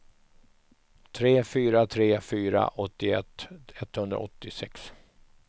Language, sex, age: Swedish, male, 44